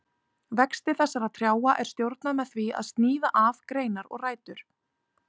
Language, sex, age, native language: Icelandic, female, 30-39, Icelandic